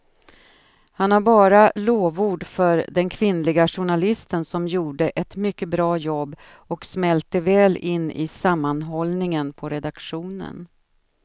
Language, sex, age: Swedish, female, 53